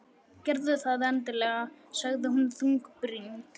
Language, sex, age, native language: Icelandic, male, 11, Icelandic